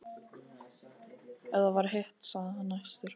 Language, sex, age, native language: Icelandic, male, 12, Icelandic